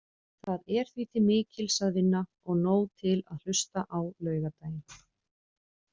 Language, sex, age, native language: Icelandic, female, 40-49, Icelandic